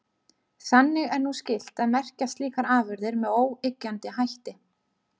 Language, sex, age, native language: Icelandic, female, 30-39, Icelandic